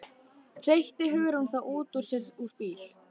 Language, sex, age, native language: Icelandic, female, 13, Icelandic